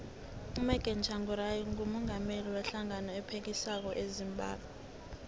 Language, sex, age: South Ndebele, female, 18